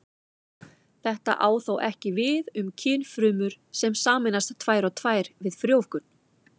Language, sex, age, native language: Icelandic, female, 40-49, Icelandic